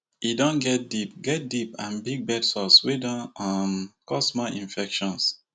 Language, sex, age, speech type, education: Nigerian Pidgin, male, 30-45, spontaneous, tertiary